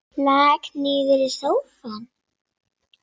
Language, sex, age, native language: Icelandic, female, 6, Icelandic